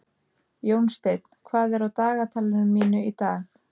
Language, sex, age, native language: Icelandic, female, 30-39, Icelandic